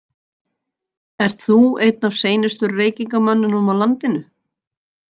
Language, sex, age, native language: Icelandic, female, 60-69, Icelandic